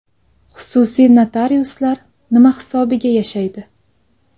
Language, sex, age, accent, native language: Uzbek, female, 19-29, Sirdaryo, Uzbek